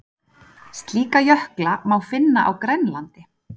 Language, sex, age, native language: Icelandic, female, 30-39, Icelandic